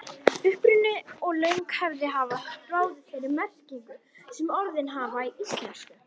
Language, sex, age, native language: Icelandic, female, 21, Icelandic